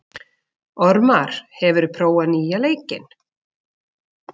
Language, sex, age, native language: Icelandic, female, 40-49, Icelandic